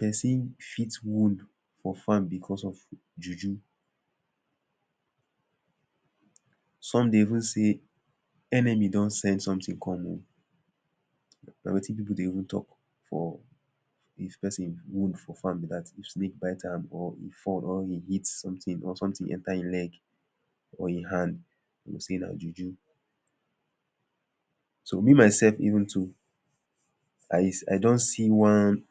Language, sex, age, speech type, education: Nigerian Pidgin, male, 30-45, spontaneous, tertiary